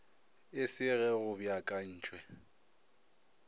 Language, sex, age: Northern Sotho, male, 24